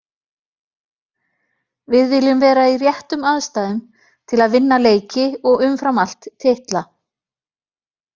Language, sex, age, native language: Icelandic, female, 40-49, Icelandic